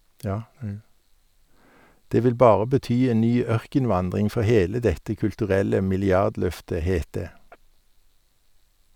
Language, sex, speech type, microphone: Norwegian, male, read, Sennheiser